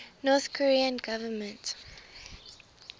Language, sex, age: English, female, 23